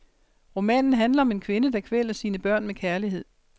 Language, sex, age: Danish, female, 60